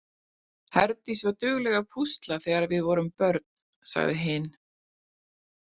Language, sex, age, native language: Icelandic, female, 40-49, Icelandic